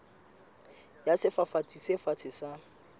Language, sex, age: Southern Sotho, male, 25